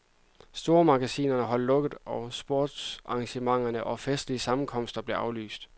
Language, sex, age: Danish, male, 26